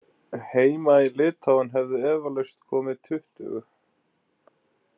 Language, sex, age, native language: Icelandic, male, 20-29, Icelandic